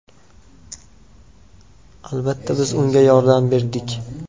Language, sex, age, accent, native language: Uzbek, male, 25-34, Andijon, Uzbek